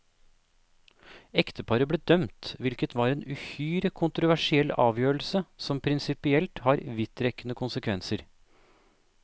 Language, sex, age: Norwegian, male, 28